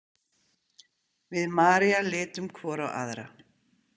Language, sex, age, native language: Icelandic, female, 50-59, Icelandic